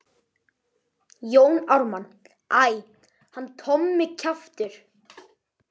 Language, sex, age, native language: Icelandic, male, 11, Icelandic